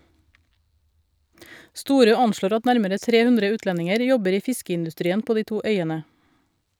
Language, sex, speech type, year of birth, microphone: Norwegian, female, read, 1972, Shure